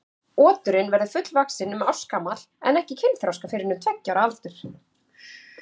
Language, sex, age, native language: Icelandic, female, 40-49, Icelandic